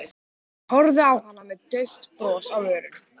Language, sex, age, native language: Icelandic, male, 14, Icelandic